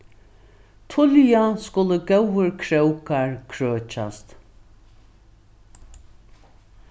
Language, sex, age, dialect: Faroese, female, 61+, Norðuroyggjar